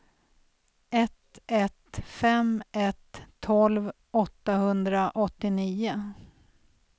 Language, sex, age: Swedish, female, 46